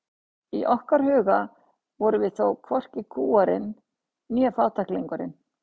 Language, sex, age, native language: Icelandic, female, 60-69, Icelandic